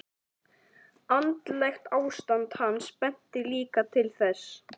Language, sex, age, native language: Icelandic, male, 11, Icelandic